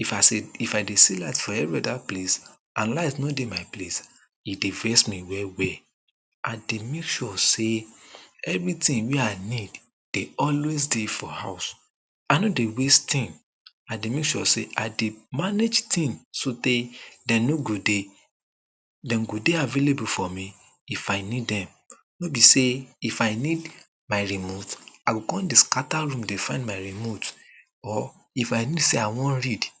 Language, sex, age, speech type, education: Nigerian Pidgin, male, 30-45, spontaneous, tertiary